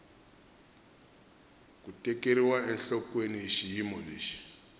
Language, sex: Tsonga, male